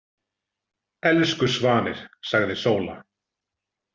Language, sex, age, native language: Icelandic, male, 40-49, Icelandic